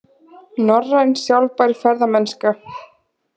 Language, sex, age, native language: Icelandic, female, 20-29, Icelandic